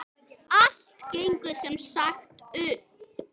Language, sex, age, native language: Icelandic, male, 10, Icelandic